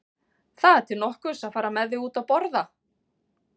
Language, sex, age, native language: Icelandic, female, 40-49, Icelandic